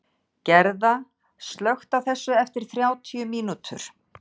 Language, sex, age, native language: Icelandic, female, 60-69, Icelandic